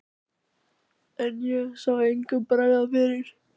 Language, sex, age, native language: Icelandic, male, 13, Icelandic